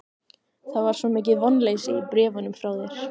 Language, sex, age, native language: Icelandic, female, 15, Icelandic